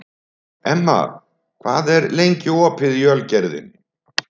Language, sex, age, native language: Icelandic, male, 70-79, Icelandic